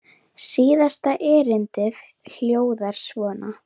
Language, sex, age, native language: Icelandic, female, 10, Icelandic